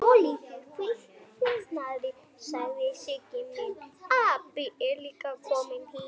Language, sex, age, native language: Icelandic, male, 7, Icelandic